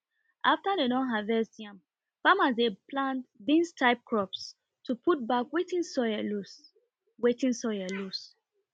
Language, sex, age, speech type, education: Nigerian Pidgin, female, 30-45, spontaneous, tertiary